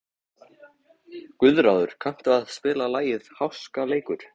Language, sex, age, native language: Icelandic, male, 14, Icelandic